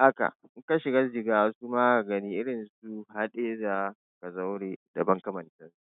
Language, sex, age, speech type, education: Hausa, male, 15-29, spontaneous, tertiary